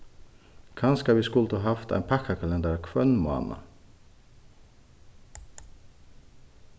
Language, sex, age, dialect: Faroese, male, 36-60, Suðuroy